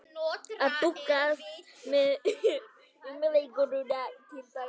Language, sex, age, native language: Icelandic, female, 9, Icelandic